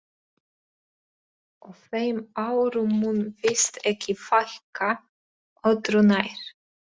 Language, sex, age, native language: Icelandic, female, 20-29, Polish